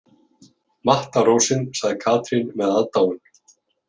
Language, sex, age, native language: Icelandic, male, 50-59, Icelandic